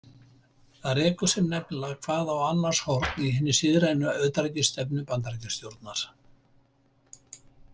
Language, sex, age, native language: Icelandic, male, 70-79, Icelandic